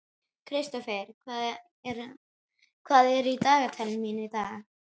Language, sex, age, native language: Icelandic, female, 12, Icelandic